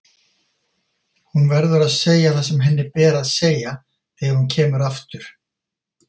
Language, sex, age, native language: Icelandic, male, 50-59, Icelandic